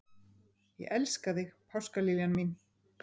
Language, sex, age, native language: Icelandic, female, 50-59, Icelandic